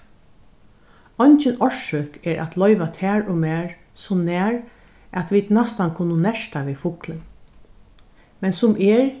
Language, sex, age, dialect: Faroese, female, 61+, Norðurstreymoy/Eysturoy